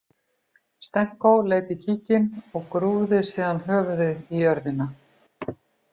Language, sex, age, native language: Icelandic, female, 60-69, Icelandic